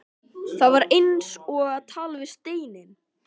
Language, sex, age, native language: Icelandic, male, 13, Icelandic